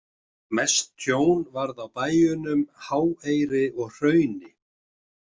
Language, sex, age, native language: Icelandic, male, 50-59, Icelandic